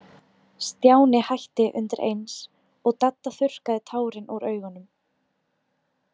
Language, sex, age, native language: Icelandic, female, 20-29, Icelandic